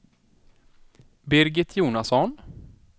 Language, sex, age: Swedish, male, 20